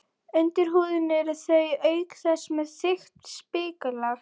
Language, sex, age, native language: Icelandic, female, 40-49, Icelandic